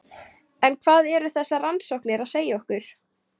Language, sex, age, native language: Icelandic, female, 18-19, Icelandic